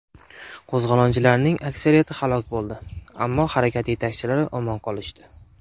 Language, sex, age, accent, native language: Uzbek, male, 19-29, Namangan, Uzbek